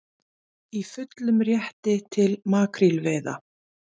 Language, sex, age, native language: Icelandic, female, 40-49, Icelandic